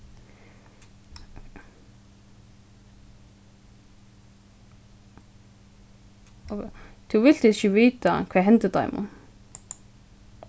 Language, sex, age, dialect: Faroese, female, 15-35, Suðurstreymoy